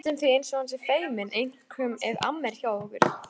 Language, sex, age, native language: Icelandic, female, 18-19, Icelandic